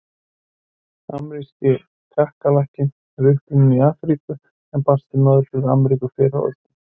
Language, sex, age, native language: Icelandic, male, 30-39, Icelandic